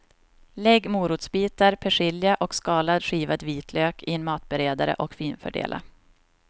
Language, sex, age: Swedish, female, 26